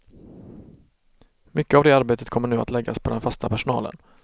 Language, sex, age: Swedish, male, 32